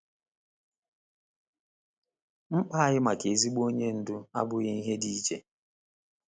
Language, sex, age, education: Igbo, male, 30-45, tertiary